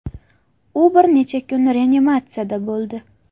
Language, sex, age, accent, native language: Uzbek, female, 18-24, Farg'ona, Uzbek